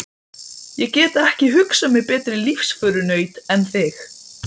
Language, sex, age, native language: Icelandic, male, 12, Icelandic